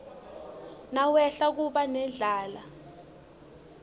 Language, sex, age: Swati, female, 21